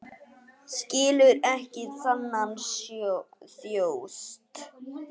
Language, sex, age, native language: Icelandic, female, 8, Icelandic